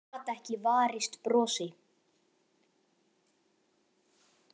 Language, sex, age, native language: Icelandic, male, 10, Icelandic